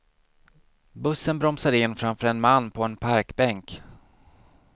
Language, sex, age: Swedish, male, 40